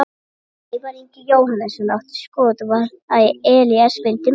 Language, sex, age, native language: Icelandic, male, 60-69, Icelandic